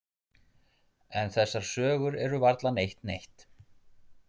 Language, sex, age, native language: Icelandic, male, 40-49, Icelandic